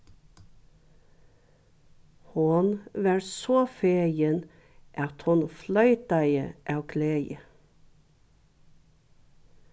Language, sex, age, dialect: Faroese, female, 61+, Norðuroyggjar